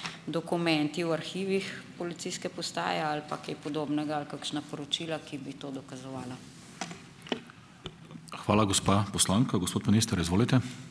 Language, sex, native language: Slovenian, female, Slovenian